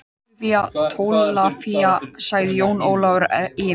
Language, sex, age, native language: Icelandic, male, 18-19, Icelandic